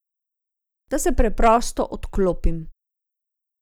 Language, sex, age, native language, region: Slovenian, female, 50-59, Slovenian, Zasavska region